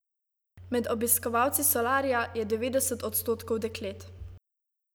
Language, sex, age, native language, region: Slovenian, female, 18-29, Slovenian, Savinja region